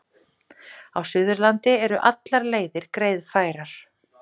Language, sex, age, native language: Icelandic, female, 40-49, Icelandic